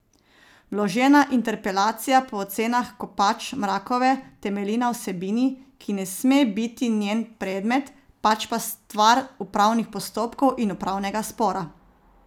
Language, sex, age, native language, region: Slovenian, female, 30-49, Slovenian, Zasavska region